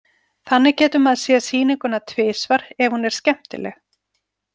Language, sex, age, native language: Icelandic, female, 40-49, Icelandic